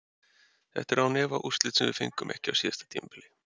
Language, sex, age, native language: Icelandic, male, 30-39, Icelandic